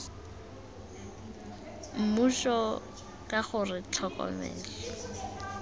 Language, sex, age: Tswana, female, 18